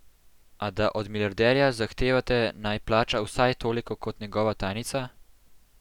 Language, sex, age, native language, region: Slovenian, male, 12-17, Slovenian, Central Slovenia